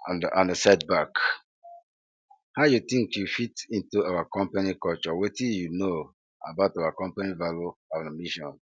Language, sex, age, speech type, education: Nigerian Pidgin, male, 46-60, spontaneous, secondary